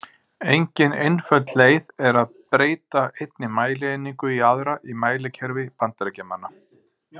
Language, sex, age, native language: Icelandic, male, 50-59, Icelandic